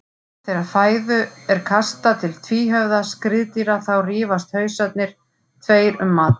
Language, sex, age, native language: Icelandic, female, 40-49, Icelandic